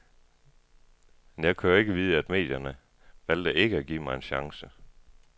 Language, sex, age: Danish, male, 33